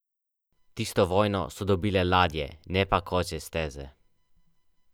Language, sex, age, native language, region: Slovenian, male, 12-17, Slovenian, Central Slovenia